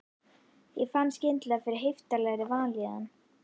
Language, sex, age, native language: Icelandic, female, 11, Icelandic